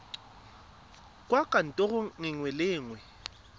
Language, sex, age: Tswana, male, 22